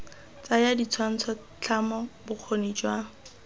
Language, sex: Tswana, female